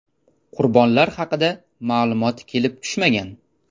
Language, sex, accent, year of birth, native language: Uzbek, male, Toshkent shahri, 2002, Uzbek